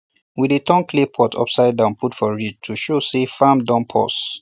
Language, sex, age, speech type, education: Nigerian Pidgin, male, 30-45, spontaneous, tertiary